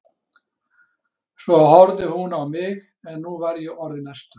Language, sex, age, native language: Icelandic, male, 60-69, Icelandic